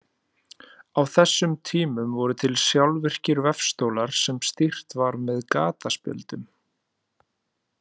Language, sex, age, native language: Icelandic, male, 30-39, Icelandic